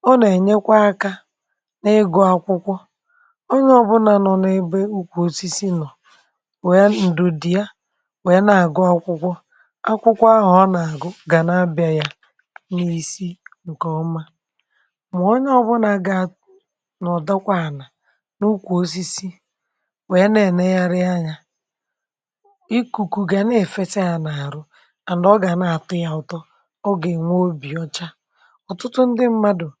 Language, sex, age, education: Igbo, female, 46-60, tertiary